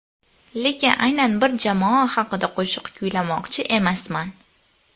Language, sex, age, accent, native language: Uzbek, female, under 19, Toshkent viloyati, Uzbek